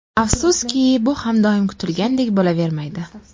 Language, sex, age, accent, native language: Uzbek, female, 12-17, Farg'ona, Uzbek